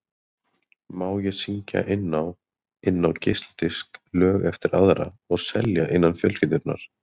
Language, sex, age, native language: Icelandic, male, 30-39, Icelandic